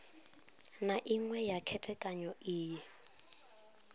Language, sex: Venda, female